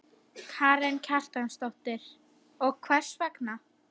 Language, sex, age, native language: Icelandic, female, 60-69, Icelandic